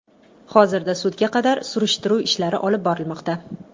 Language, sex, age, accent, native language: Uzbek, female, 25-34, Toshkent shahri, Uzbek